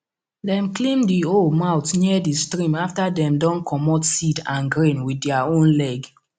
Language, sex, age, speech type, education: Nigerian Pidgin, female, 15-29, spontaneous, tertiary